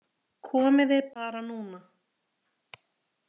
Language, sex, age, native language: Icelandic, female, 30-39, Icelandic